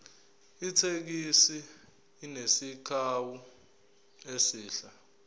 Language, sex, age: Zulu, male, 20